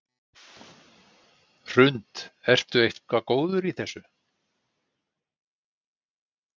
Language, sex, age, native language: Icelandic, male, 60-69, Icelandic